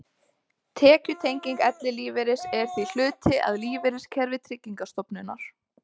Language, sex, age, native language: Icelandic, female, 20-29, Icelandic